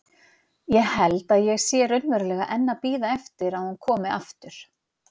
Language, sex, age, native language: Icelandic, female, 50-59, Icelandic